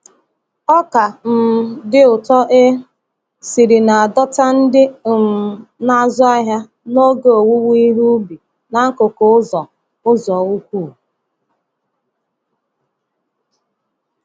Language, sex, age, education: Igbo, female, 30-45, tertiary